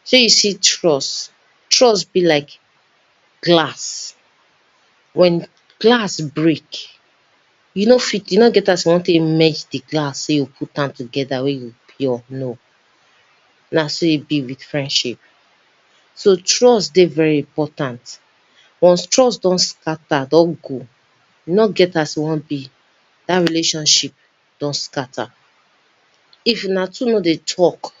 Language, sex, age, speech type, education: Nigerian Pidgin, female, 30-45, spontaneous, tertiary